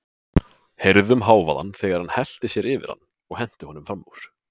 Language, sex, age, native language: Icelandic, male, 20-29, Icelandic